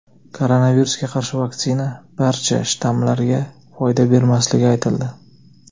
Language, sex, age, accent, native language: Uzbek, male, 25-34, Jizzax, Uzbek